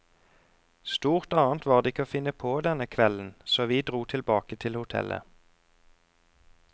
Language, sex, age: Norwegian, male, 34